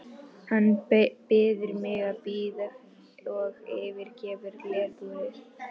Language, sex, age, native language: Icelandic, female, 11, Icelandic